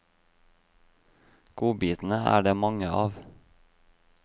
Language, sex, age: Norwegian, male, 26